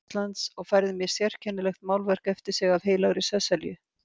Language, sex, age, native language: Icelandic, female, 50-59, Icelandic